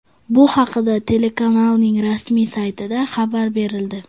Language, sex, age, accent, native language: Uzbek, male, under 19, Sirdaryo, Uzbek